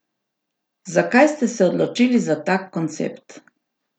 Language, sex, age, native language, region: Slovenian, female, 60+, Slovenian, Gorica region